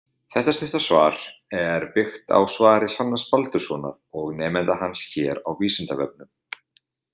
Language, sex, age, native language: Icelandic, male, 40-49, Icelandic